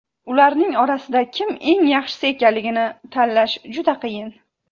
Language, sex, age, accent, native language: Uzbek, female, 18-24, Andijon, Uzbek